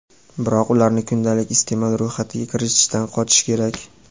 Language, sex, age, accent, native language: Uzbek, male, 18-24, Farg'ona, Uzbek